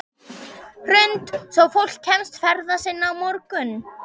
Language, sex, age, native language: Icelandic, female, 11, Icelandic